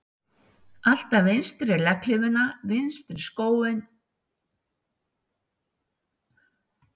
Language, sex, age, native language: Icelandic, female, 60-69, Icelandic